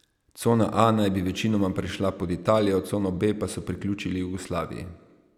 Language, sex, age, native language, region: Slovenian, male, 30-49, Slovenian, Savinja region